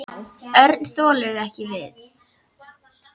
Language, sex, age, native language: Icelandic, female, 10, Icelandic